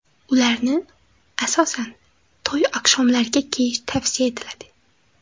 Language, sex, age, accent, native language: Uzbek, female, 18-24, Xorazm, Uzbek